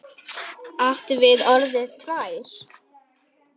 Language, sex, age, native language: Icelandic, female, 10, Icelandic